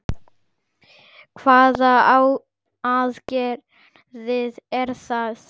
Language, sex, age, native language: Icelandic, male, 10, Icelandic